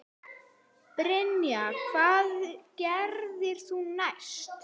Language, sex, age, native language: Icelandic, female, 8, Icelandic